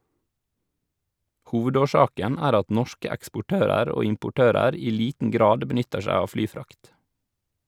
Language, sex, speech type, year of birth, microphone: Norwegian, male, read, 1986, Shure